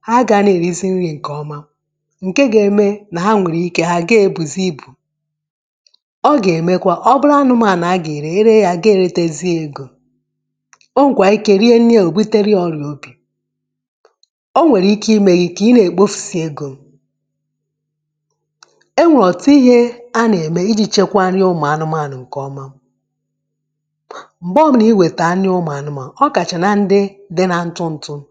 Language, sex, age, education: Igbo, female, 30-45, tertiary